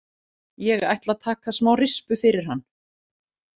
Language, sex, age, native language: Icelandic, female, 40-49, Icelandic